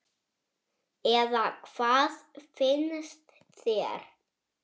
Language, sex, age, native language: Icelandic, male, 6, Icelandic